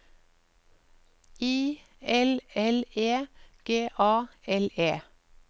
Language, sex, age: Norwegian, female, 54